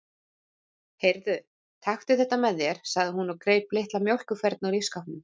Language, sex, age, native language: Icelandic, male, 40-49, Icelandic